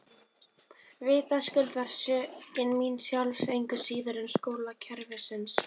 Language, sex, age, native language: Icelandic, female, 18-19, Serbo-Croatian